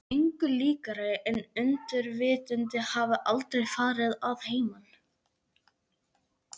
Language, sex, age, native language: Icelandic, male, 11, Icelandic